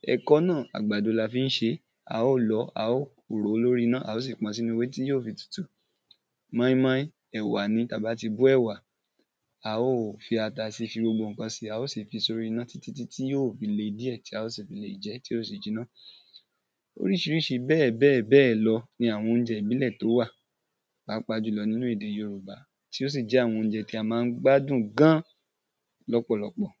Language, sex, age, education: Yoruba, male, 15-29, tertiary